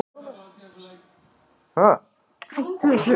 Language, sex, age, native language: Icelandic, male, 18-19, Icelandic